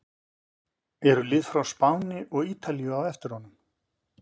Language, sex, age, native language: Icelandic, male, 50-59, Icelandic